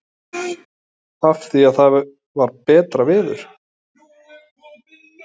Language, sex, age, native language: Icelandic, male, 30-39, Icelandic